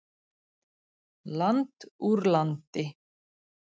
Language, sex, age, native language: Icelandic, female, 40-49, Icelandic